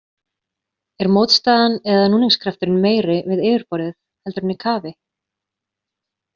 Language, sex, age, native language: Icelandic, female, 30-39, Icelandic